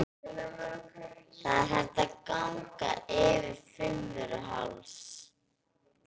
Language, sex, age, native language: Icelandic, female, 12, Icelandic